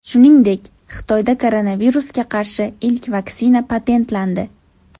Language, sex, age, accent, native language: Uzbek, female, 18-24, Andijon, Uzbek